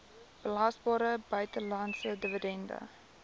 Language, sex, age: Afrikaans, female, 19